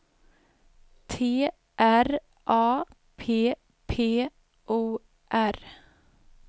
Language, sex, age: Swedish, female, 23